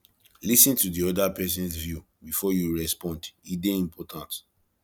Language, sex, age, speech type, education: Nigerian Pidgin, male, 15-29, spontaneous, tertiary